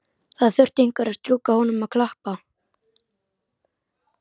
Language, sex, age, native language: Icelandic, male, 12, Icelandic